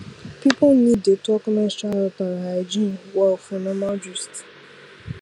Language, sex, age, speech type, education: Nigerian Pidgin, female, 15-29, spontaneous, tertiary